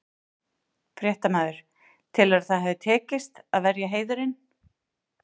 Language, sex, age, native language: Icelandic, female, 40-49, Icelandic